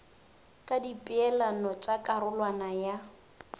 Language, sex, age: Northern Sotho, female, 19